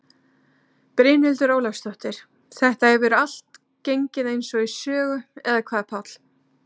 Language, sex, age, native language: Icelandic, female, 30-39, Icelandic